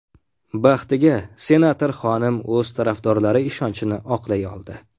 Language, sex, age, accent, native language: Uzbek, male, 18-24, Farg'ona, Uzbek